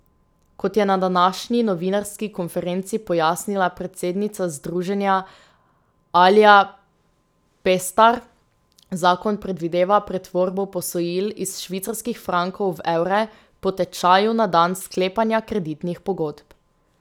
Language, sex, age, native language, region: Slovenian, female, 18-29, Slovenian, Drava region